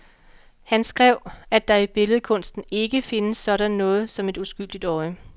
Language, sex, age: Danish, female, 45